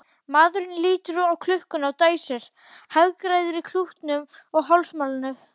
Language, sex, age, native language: Icelandic, male, 12, Icelandic